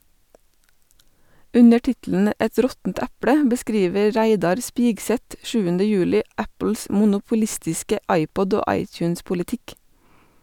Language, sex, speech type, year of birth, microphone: Norwegian, female, read, 1985, Sennheiser